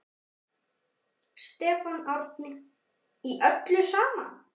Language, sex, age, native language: Icelandic, male, 9, Icelandic